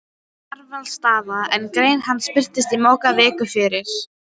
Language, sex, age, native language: Icelandic, female, 12, Icelandic